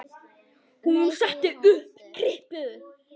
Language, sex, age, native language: Icelandic, female, 9, Icelandic